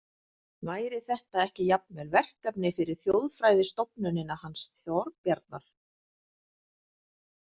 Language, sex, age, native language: Icelandic, female, 40-49, Icelandic